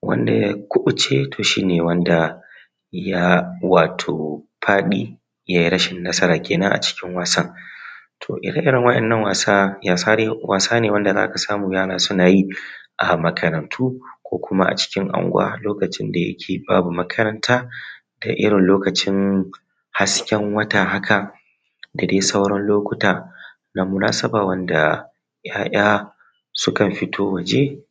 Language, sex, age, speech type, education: Hausa, male, 30-45, spontaneous, tertiary